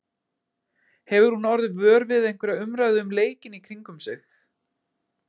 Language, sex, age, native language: Icelandic, male, 20-29, Icelandic